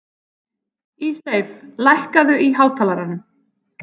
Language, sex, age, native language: Icelandic, female, 30-39, Icelandic